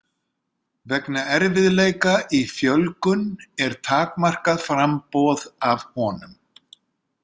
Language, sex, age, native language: Icelandic, male, 60-69, Icelandic